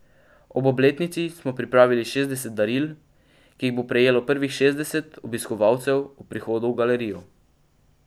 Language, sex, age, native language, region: Slovenian, male, 12-17, Slovenian, Pomurje region